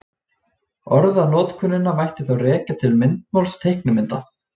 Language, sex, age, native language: Icelandic, male, 20-29, Icelandic